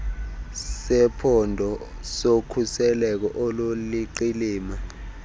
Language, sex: Xhosa, male